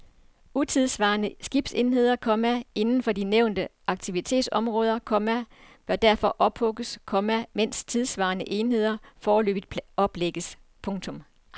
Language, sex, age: Danish, female, 47